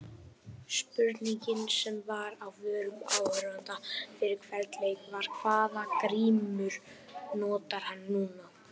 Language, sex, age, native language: Icelandic, male, 18-19, Icelandic